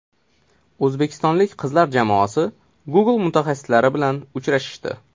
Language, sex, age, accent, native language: Uzbek, male, 25-34, Toshkent shahri, Uzbek